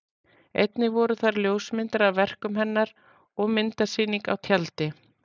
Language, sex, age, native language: Icelandic, female, 40-49, Icelandic